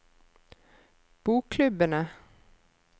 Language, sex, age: Norwegian, female, 33